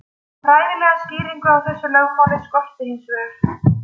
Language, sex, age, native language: Icelandic, female, 30-39, Icelandic